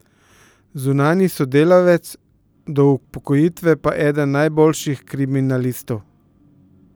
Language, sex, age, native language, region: Slovenian, male, 50-59, Slovenian, Central Slovenia